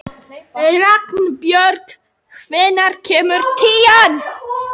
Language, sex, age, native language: Icelandic, female, 18-19, Icelandic